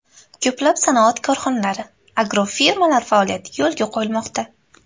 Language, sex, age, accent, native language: Uzbek, female, 18-24, Andijon, Uzbek